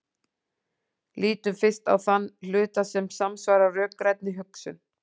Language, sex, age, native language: Icelandic, female, 40-49, Icelandic